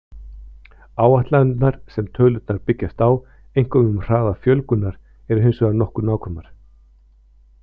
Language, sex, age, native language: Icelandic, male, 50-59, Icelandic